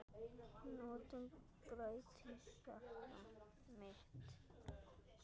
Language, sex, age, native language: Icelandic, male, 10, Icelandic